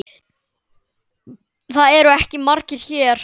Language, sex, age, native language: Icelandic, male, 9, Icelandic